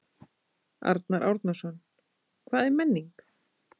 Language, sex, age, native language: Icelandic, female, 30-39, Icelandic